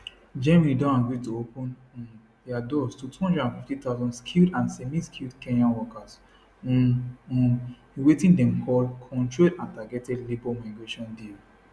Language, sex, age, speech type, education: Nigerian Pidgin, male, 15-29, spontaneous, tertiary